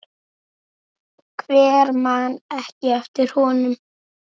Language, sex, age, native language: Icelandic, female, 7, Icelandic